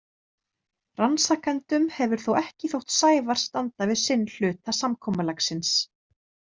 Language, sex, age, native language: Icelandic, female, 30-39, Icelandic